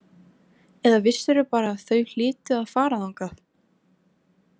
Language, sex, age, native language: Icelandic, female, 20-29, Icelandic